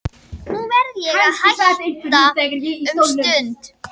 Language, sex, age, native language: Icelandic, female, 11, Icelandic